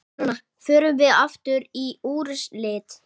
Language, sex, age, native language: Icelandic, male, 8, Icelandic